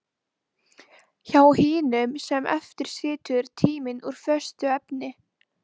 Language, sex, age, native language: Icelandic, female, 12, Icelandic